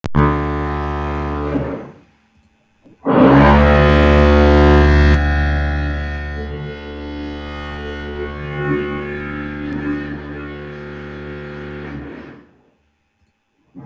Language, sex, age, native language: Icelandic, male, 20-29, Icelandic